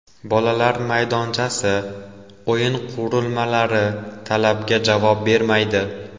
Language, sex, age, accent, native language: Uzbek, male, 18-24, Andijon, Uzbek